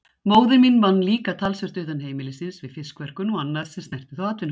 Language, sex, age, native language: Icelandic, female, 60-69, Icelandic